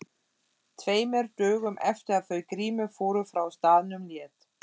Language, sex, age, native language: Icelandic, female, 40-49, German